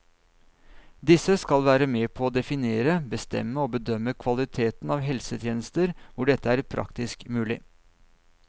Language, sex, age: Norwegian, male, 39